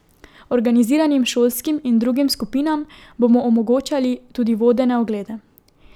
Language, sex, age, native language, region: Slovenian, female, 18-29, Slovenian, Drava region